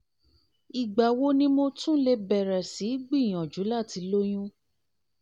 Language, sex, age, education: Yoruba, female, 30-45, tertiary